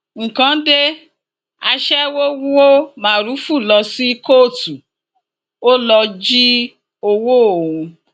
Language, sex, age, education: Yoruba, female, 46-60, tertiary